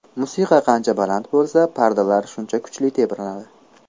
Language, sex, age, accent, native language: Uzbek, male, 18-24, Namangan, Uzbek